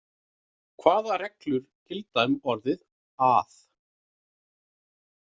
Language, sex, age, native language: Icelandic, male, 30-39, Icelandic